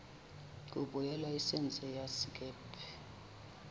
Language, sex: Southern Sotho, female